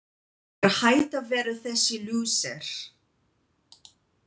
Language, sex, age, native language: Icelandic, female, 20-29, English